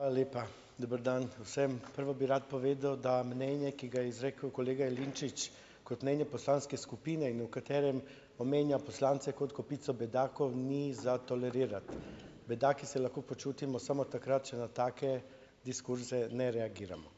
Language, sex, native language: Slovenian, male, Slovenian